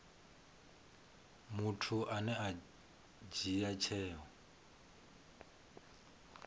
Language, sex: Venda, male